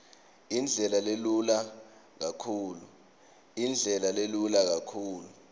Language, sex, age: Swati, male, 24